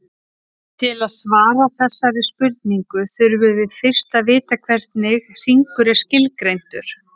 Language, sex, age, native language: Icelandic, female, 30-39, Icelandic